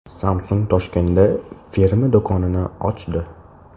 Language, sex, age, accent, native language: Uzbek, male, 18-24, Toshkent shahri, Uzbek